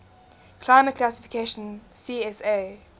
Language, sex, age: English, female, 20